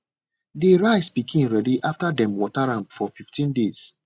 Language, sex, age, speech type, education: Nigerian Pidgin, male, 30-45, spontaneous, tertiary